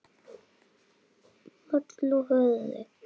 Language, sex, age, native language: Icelandic, female, 8, Icelandic